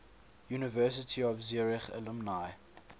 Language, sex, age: English, male, 22